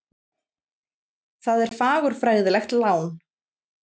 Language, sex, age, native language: Icelandic, female, 30-39, Icelandic